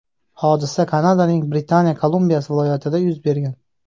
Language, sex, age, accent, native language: Uzbek, male, 19-29, Samarqand, Uzbek